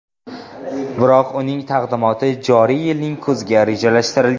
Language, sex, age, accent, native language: Uzbek, male, 18-24, Jizzax, Uzbek